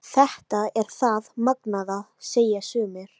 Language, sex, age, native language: Icelandic, female, 13, Icelandic